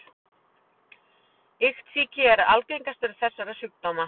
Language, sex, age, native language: Icelandic, female, 40-49, Icelandic